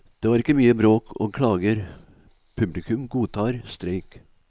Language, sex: Norwegian, male